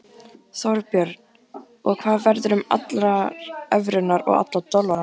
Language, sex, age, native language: Icelandic, female, 14, Icelandic